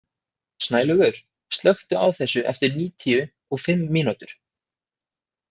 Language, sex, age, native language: Icelandic, male, 20-29, Icelandic